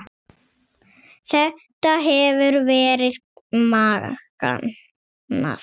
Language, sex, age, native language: Icelandic, female, 6, Icelandic